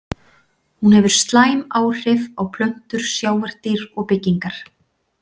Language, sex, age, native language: Icelandic, female, 40-49, Icelandic